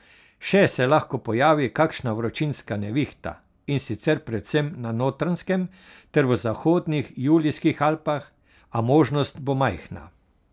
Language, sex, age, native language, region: Slovenian, male, 60+, Slovenian, Carinthia region